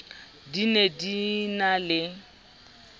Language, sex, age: Southern Sotho, female, 29